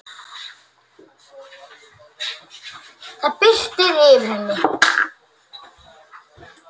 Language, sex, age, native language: Icelandic, male, 8, Icelandic